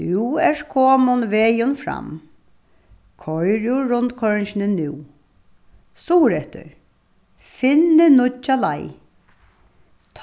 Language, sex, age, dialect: Faroese, female, 36-60, Suðuroy